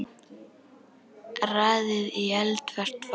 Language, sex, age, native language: Icelandic, female, 10, Icelandic